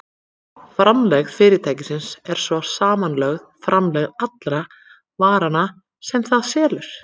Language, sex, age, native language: Icelandic, female, 40-49, Icelandic